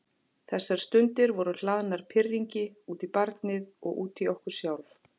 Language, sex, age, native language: Icelandic, female, 40-49, Icelandic